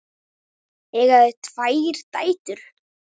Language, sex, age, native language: Icelandic, male, 9, Icelandic